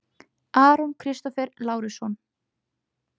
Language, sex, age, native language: Icelandic, female, 20-29, Icelandic